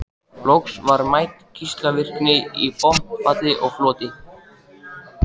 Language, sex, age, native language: Icelandic, male, 14, Icelandic